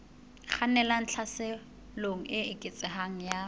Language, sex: Southern Sotho, female